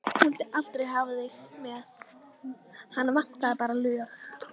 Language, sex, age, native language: Icelandic, female, 13, Icelandic